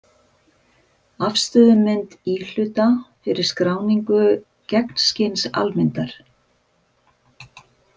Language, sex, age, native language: Icelandic, female, 50-59, Icelandic